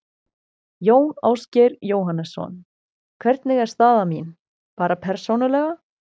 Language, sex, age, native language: Icelandic, female, 20-29, German